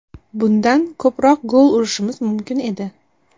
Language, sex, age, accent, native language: Uzbek, female, 18-24, Toshkent shahri, Uzbek